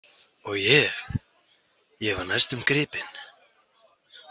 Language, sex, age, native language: Icelandic, male, 18-19, Icelandic